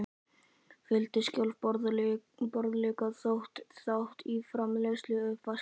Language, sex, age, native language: Icelandic, male, 11, Icelandic